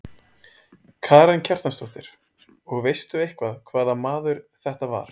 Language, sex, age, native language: Icelandic, male, 20-29, Icelandic